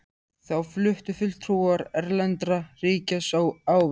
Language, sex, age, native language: Icelandic, male, 13, Icelandic